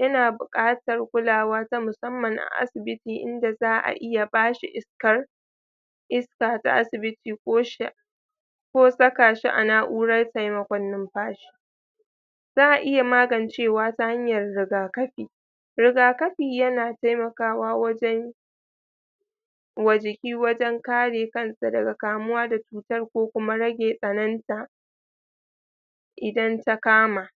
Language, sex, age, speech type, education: Hausa, female, 30-45, spontaneous, tertiary